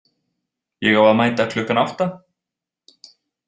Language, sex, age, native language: Icelandic, male, 20-29, Icelandic